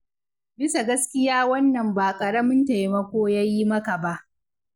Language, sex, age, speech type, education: Hausa, female, 15-29, read, secondary